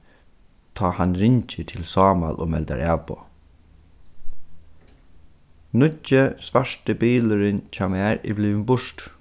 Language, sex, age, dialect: Faroese, male, 15-35, Suðurstreymoy